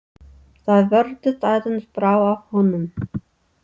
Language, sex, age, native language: Icelandic, female, 30-39, English